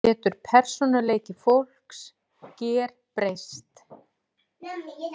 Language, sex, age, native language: Icelandic, female, 40-49, Icelandic